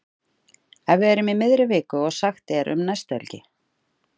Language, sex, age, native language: Icelandic, female, 30-39, Icelandic